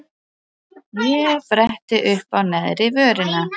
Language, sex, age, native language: Icelandic, other, 6, Icelandic